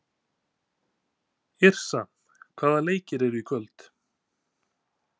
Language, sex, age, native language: Icelandic, male, 20-29, Icelandic